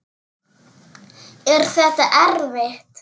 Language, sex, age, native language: Icelandic, female, 7, Icelandic